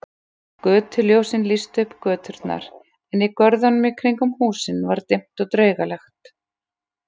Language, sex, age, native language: Icelandic, female, 40-49, Icelandic